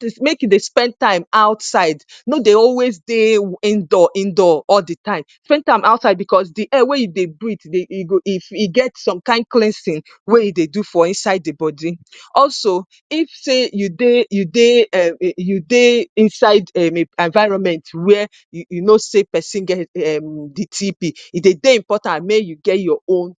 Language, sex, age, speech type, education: Nigerian Pidgin, female, 30-45, spontaneous, tertiary